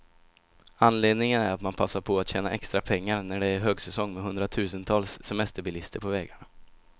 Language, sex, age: Swedish, male, 17